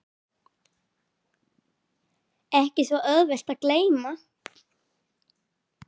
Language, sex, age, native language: Icelandic, female, 9, Icelandic